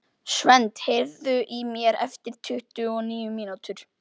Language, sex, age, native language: Icelandic, male, 12, Icelandic